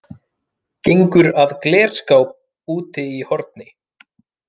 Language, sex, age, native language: Icelandic, male, 30-39, Finnish